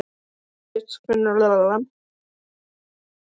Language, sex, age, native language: Icelandic, male, 12, Icelandic